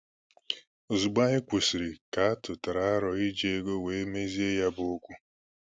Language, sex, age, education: Igbo, male, 15-29, tertiary